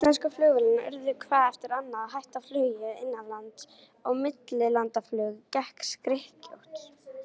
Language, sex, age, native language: Icelandic, female, 18-19, Icelandic